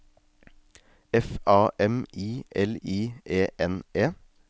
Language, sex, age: Norwegian, male, 36